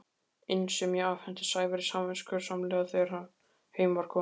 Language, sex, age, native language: Icelandic, male, 15, Icelandic